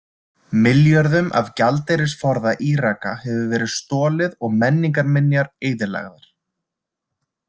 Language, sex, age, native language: Icelandic, male, 20-29, Icelandic